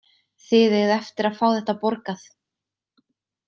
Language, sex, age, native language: Icelandic, female, 20-29, Icelandic